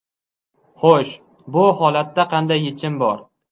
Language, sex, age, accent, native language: Uzbek, male, 12-17, Qashqadaryo, Uzbek